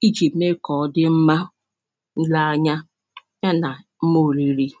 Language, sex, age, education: Igbo, female, 30-45, primary